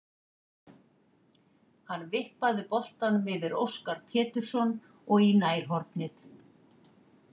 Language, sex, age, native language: Icelandic, female, 50-59, Icelandic